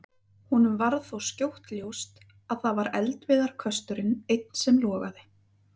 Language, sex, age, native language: Icelandic, female, 30-39, Icelandic